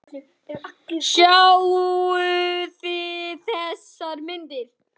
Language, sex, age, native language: Icelandic, male, 8, Icelandic